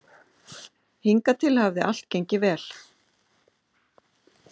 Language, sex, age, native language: Icelandic, female, 50-59, Icelandic